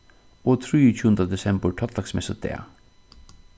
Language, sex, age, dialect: Faroese, male, 36-60, Suðurstreymoy